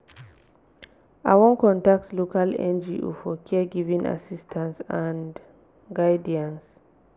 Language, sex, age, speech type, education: Nigerian Pidgin, female, 15-29, spontaneous, tertiary